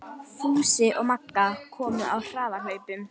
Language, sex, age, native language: Icelandic, female, 11, Icelandic